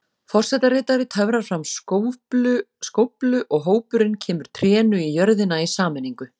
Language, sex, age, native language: Icelandic, female, 40-49, Icelandic